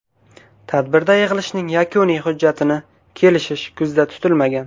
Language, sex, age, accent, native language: Uzbek, male, 19-29, Qashqadaryo, Uzbek